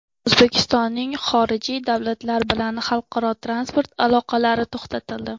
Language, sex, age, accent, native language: Uzbek, female, 18-24, Andijon, Uzbek